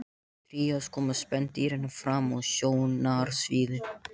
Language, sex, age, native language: Icelandic, male, 13, Icelandic